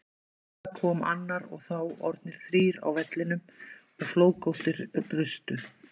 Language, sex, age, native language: Icelandic, female, 50-59, Icelandic